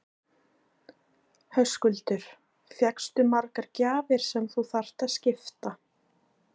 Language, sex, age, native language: Icelandic, female, 20-29, Icelandic